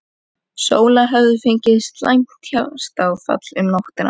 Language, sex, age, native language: Icelandic, female, 11, Icelandic